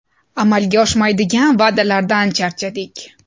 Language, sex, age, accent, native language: Uzbek, female, 18-24, Toshkent shahri, Uzbek